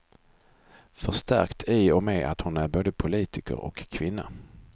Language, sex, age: Swedish, male, 42